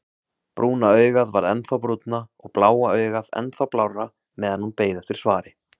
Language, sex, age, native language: Icelandic, male, 30-39, Icelandic